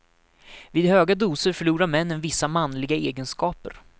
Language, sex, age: Swedish, male, 19